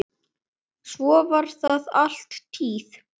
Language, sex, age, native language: Icelandic, male, 9, Icelandic